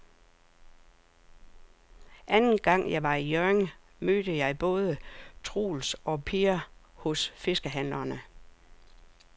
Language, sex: Danish, female